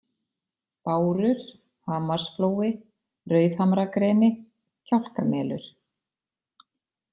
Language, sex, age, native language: Icelandic, female, 40-49, Icelandic